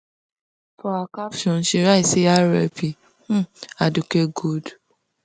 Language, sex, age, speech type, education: Nigerian Pidgin, female, 15-29, spontaneous, tertiary